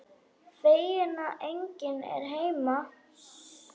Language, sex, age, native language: Icelandic, female, 10, Icelandic